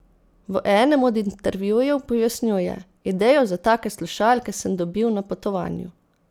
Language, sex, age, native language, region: Slovenian, female, 30-49, Slovenian, Posavska region